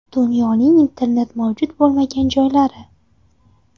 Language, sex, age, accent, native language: Uzbek, female, 18-24, Surxondaryo, Uzbek